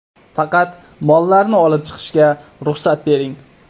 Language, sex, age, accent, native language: Uzbek, male, 18-24, Qoraqalpog'iston, Uzbek